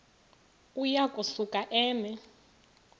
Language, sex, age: Xhosa, female, 35